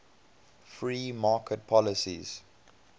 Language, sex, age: English, male, 22